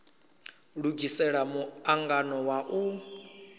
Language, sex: Venda, male